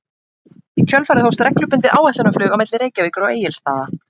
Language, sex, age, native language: Icelandic, female, 20-29, Icelandic